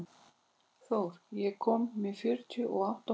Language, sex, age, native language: Icelandic, female, 40-49, Icelandic